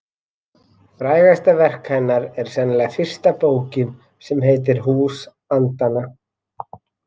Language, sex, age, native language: Icelandic, male, 40-49, Icelandic